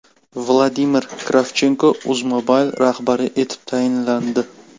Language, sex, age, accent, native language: Uzbek, male, 18-24, Andijon, Uzbek